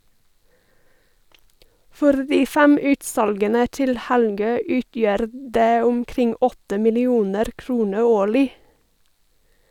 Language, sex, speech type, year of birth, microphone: Norwegian, female, read, 1985, Sennheiser